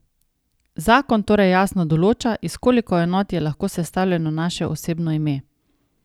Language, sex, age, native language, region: Slovenian, female, 30-49, Slovenian, Savinja region